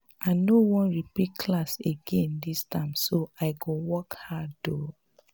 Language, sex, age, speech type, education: Nigerian Pidgin, female, 30-45, spontaneous, tertiary